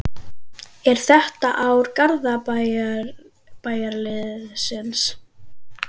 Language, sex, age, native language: Icelandic, female, 12, Icelandic